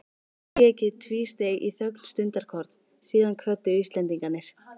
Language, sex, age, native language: Icelandic, female, 13, Icelandic